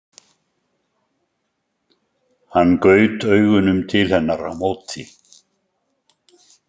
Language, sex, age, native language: Icelandic, male, 70-79, Icelandic